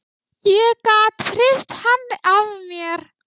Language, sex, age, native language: Icelandic, other, 18-19, Icelandic